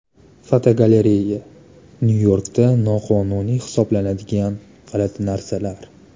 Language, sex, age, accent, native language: Uzbek, male, 18-24, Namangan, Uzbek